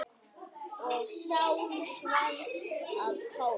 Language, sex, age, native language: Icelandic, other, 8, Icelandic